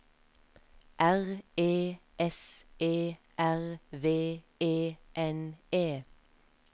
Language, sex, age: Norwegian, female, 33